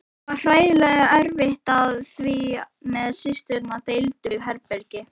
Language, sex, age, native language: Icelandic, female, 11, Icelandic